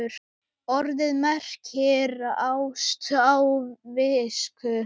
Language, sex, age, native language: Icelandic, male, 8, Icelandic